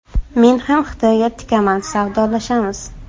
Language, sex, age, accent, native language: Uzbek, female, 19-29, Buxoro, Uzbek